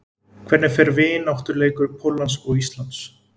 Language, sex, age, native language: Icelandic, male, 20-29, Icelandic